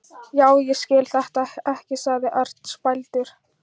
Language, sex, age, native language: Icelandic, female, 13, Thai